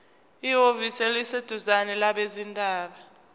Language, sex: Zulu, female